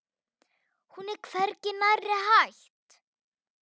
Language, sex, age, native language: Icelandic, female, 9, Icelandic